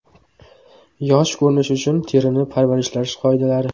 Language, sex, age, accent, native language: Uzbek, male, 18-24, Qoraqalpog'iston, Uzbek